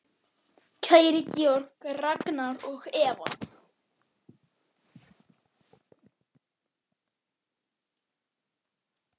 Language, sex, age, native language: Icelandic, male, 8, Icelandic